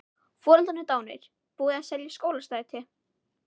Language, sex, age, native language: Icelandic, female, 11, Icelandic